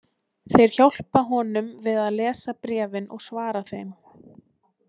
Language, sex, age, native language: Icelandic, female, 20-29, Icelandic